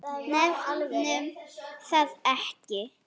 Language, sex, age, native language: Icelandic, female, 8, Icelandic